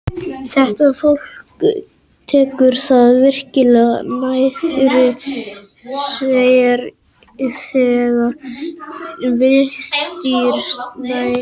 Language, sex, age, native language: Icelandic, male, 18-19, Icelandic